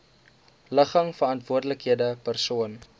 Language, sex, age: Afrikaans, male, 19